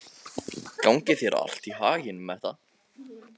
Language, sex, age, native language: Icelandic, male, 14, Icelandic